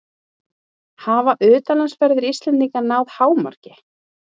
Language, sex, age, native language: Icelandic, female, 30-39, Icelandic